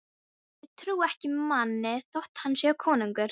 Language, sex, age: Icelandic, female, 13